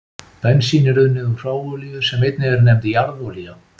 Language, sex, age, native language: Icelandic, male, 50-59, Icelandic